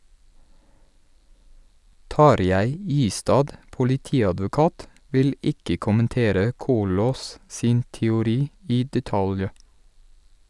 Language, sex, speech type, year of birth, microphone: Norwegian, male, read, 1983, Sennheiser